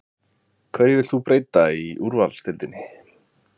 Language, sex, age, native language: Icelandic, male, 20-29, Icelandic